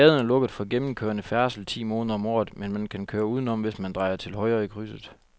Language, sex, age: Danish, male, 25